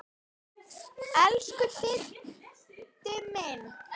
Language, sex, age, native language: Icelandic, male, 8, Icelandic